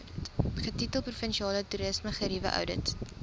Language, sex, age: Afrikaans, female, 20